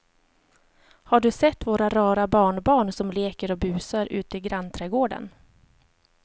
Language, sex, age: Swedish, female, 31